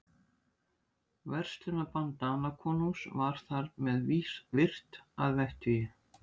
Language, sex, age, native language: Icelandic, female, 60-69, Icelandic